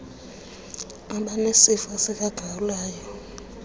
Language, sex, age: Xhosa, female, 21